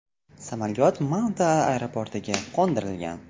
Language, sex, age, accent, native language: Uzbek, male, 18-24, Jizzax, Uzbek